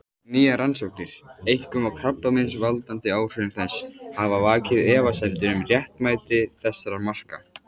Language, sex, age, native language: Icelandic, male, 18-19, Icelandic